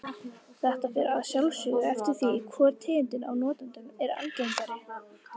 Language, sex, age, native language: Icelandic, female, 18-19, Icelandic